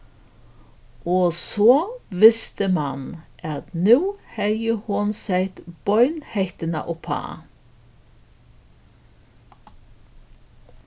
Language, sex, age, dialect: Faroese, female, 61+, Norðuroyggjar